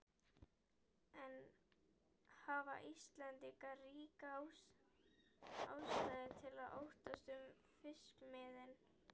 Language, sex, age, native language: Icelandic, female, 11, Icelandic